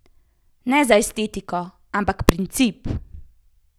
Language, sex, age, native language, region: Slovenian, female, 18-29, Slovenian, Central Slovenia